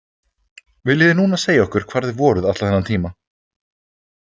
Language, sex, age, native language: Icelandic, male, 20-29, Icelandic